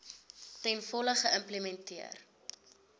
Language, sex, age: Afrikaans, female, 22